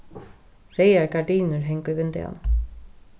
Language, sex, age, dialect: Faroese, female, 36-60, Norðurstreymoy/Eysturoy